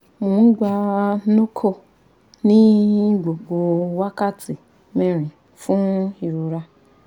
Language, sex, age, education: Yoruba, female, 15-29, tertiary